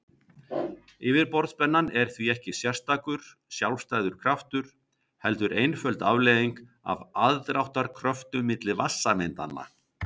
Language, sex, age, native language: Icelandic, male, 50-59, Icelandic